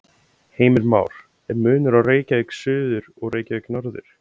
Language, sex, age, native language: Icelandic, male, 17, Icelandic